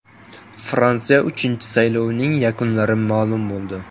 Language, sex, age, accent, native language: Uzbek, male, 18-24, Samarqand, Uzbek